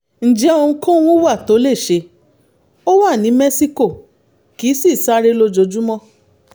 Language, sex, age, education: Yoruba, female, 30-45, tertiary